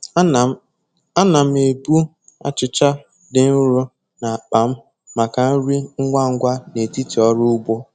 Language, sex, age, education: Igbo, male, 15-29, tertiary